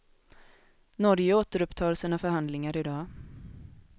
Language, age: Swedish, 21